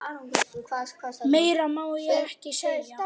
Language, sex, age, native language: Icelandic, other, 10, Icelandic